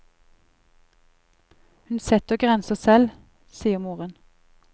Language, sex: Norwegian, female